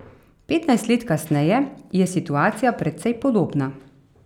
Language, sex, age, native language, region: Slovenian, female, 30-49, Slovenian, Carinthia region